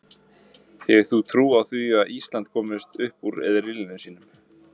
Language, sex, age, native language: Icelandic, male, 20-29, Icelandic